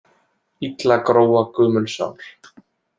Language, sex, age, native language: Icelandic, male, 20-29, Icelandic